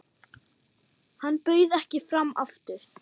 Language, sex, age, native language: Icelandic, male, 6, German